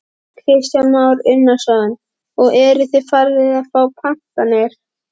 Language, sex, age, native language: Icelandic, female, 12, Icelandic